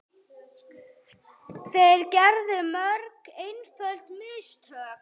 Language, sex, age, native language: Icelandic, female, 6, Icelandic